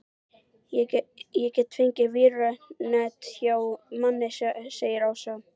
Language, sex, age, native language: Icelandic, female, 12, Icelandic